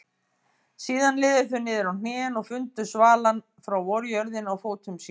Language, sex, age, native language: Icelandic, female, 50-59, Icelandic